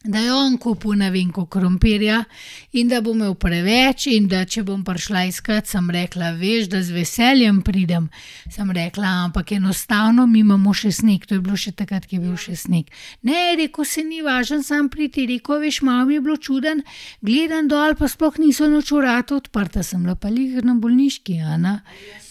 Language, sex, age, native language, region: Slovenian, female, 30-49, Slovenian, Gorenjska region